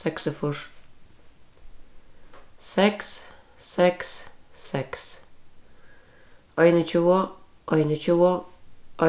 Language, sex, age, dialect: Faroese, female, 36-60, Norðurstreymoy/Eysturoy